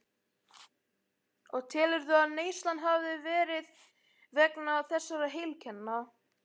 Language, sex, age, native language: Icelandic, male, 11, Icelandic